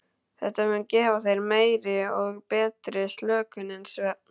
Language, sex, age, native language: Icelandic, male, 12, Icelandic